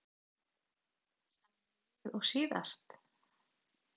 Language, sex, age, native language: Icelandic, male, 8, Icelandic